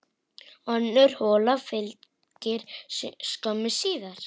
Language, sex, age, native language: Icelandic, female, 8, Icelandic